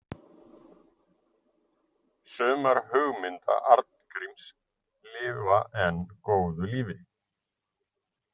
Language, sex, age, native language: Icelandic, male, 50-59, Icelandic